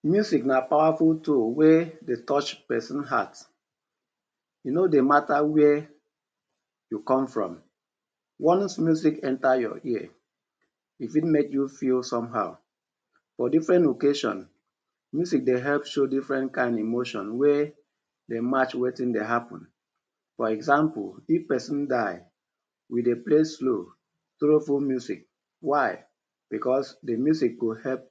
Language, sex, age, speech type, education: Nigerian Pidgin, male, 30-45, spontaneous, tertiary